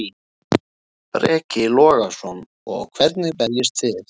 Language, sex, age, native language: Icelandic, male, 20-29, Icelandic